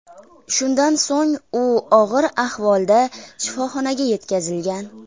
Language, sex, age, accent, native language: Uzbek, female, 19-29, Farg'ona, Uzbek